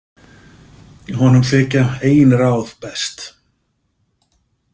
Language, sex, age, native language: Icelandic, male, 50-59, Icelandic